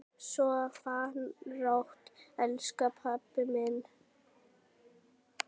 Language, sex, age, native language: Icelandic, female, 9, Icelandic